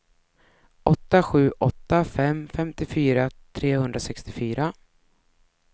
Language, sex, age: Swedish, female, 33